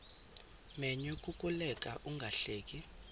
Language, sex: Xhosa, male